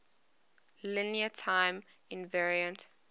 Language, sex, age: English, female, 21